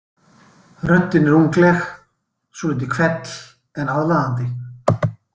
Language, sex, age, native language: Icelandic, male, 60-69, Icelandic